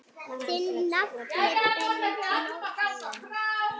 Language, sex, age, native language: Icelandic, female, 6, Icelandic